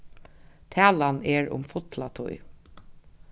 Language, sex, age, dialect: Faroese, female, 36-60, Norðuroyggjar